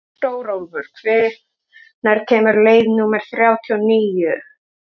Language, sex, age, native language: Icelandic, male, 13, Icelandic